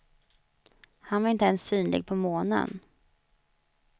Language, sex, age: Swedish, female, 35